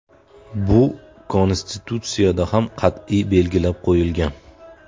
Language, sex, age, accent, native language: Uzbek, male, 25-34, Farg'ona, Uzbek